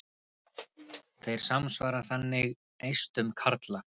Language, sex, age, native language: Icelandic, male, 30-39, Icelandic